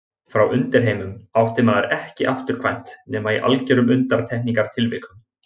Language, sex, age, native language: Icelandic, male, 20-29, Icelandic